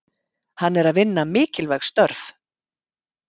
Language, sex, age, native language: Icelandic, female, 50-59, Icelandic